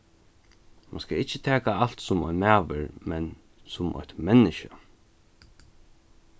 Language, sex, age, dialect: Faroese, male, 15-35, Norðuroyggjar